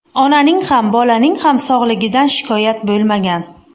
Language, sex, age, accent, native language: Uzbek, female, 25-34, Buxoro, Uzbek